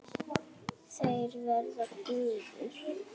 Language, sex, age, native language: Icelandic, female, 7, Icelandic